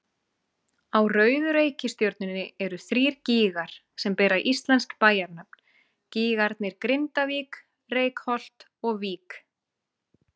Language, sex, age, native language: Icelandic, female, 30-39, Icelandic